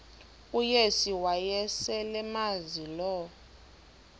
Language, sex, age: Xhosa, female, 20